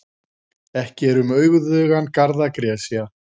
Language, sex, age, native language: Icelandic, female, 40-49, Icelandic